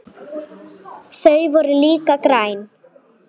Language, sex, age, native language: Icelandic, female, 8, Icelandic